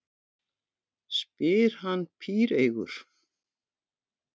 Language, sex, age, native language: Icelandic, female, 50-59, Icelandic